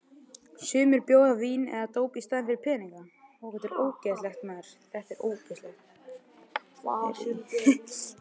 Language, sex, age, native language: Icelandic, male, 11, Icelandic